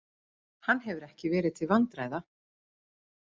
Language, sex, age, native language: Icelandic, female, 50-59, Icelandic